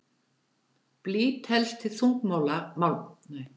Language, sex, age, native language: Icelandic, female, 70-79, Icelandic